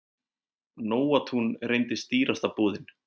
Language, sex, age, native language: Icelandic, male, 20-29, Icelandic